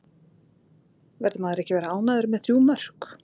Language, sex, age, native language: Icelandic, female, 40-49, Icelandic